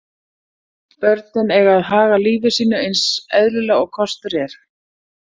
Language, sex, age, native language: Icelandic, female, 40-49, Icelandic